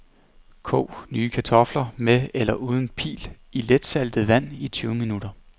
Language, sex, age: Danish, male, 29